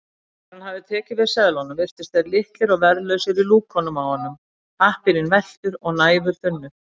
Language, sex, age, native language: Icelandic, female, 60-69, Icelandic